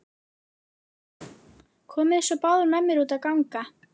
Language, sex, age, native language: Icelandic, female, 11, Icelandic